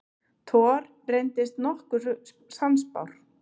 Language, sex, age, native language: Icelandic, female, 30-39, Icelandic